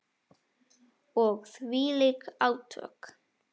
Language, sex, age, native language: Icelandic, male, 9, Icelandic